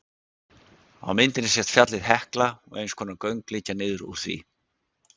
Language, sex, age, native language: Icelandic, male, 60-69, Icelandic